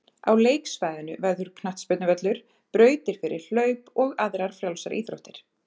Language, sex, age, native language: Icelandic, female, 30-39, Icelandic